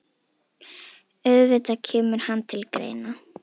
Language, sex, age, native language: Icelandic, female, 18-19, Icelandic